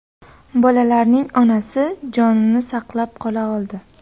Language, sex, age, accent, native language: Uzbek, female, 18-24, Buxoro, Uzbek